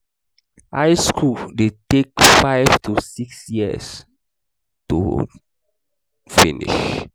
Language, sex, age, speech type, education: Nigerian Pidgin, male, 15-29, spontaneous, tertiary